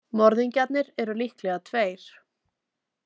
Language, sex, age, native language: Icelandic, female, 20-29, Icelandic